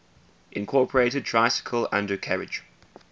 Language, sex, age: English, male, 20